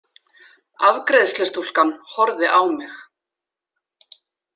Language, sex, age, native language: Icelandic, female, 40-49, Icelandic